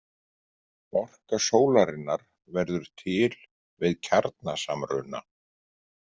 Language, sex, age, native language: Icelandic, male, 50-59, Icelandic